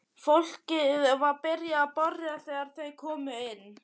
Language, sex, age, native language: Icelandic, male, 11, Icelandic